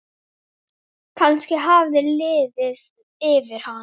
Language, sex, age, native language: Icelandic, female, 9, Icelandic